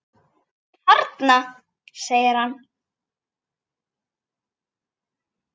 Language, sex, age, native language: Icelandic, female, 9, Icelandic